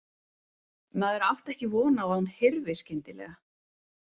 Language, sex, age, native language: Icelandic, female, 30-39, Icelandic